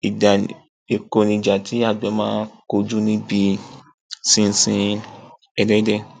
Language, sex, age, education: Yoruba, male, 15-29, tertiary